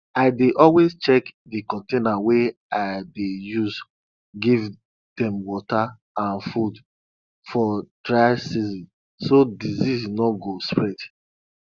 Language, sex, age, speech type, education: Nigerian Pidgin, male, 30-45, spontaneous, tertiary